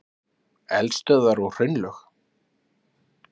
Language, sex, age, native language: Icelandic, male, 30-39, Icelandic